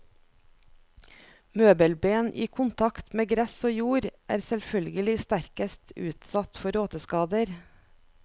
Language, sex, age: Norwegian, female, 41